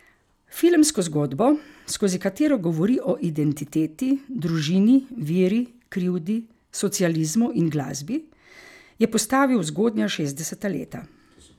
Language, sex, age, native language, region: Slovenian, female, 50-59, Slovenian, Carinthia region